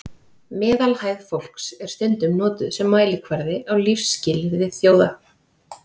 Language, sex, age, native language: Icelandic, female, 30-39, Icelandic